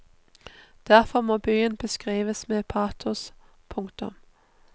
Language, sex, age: Norwegian, female, 39